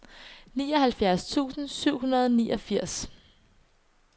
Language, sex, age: Danish, female, 21